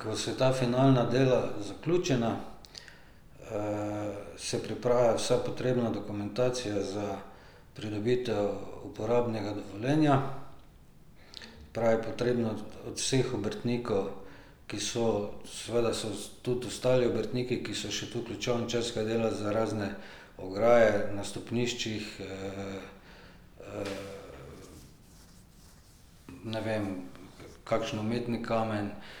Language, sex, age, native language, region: Slovenian, male, 50-59, Slovenian, Drava region